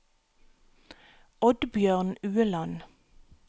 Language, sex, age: Norwegian, female, 37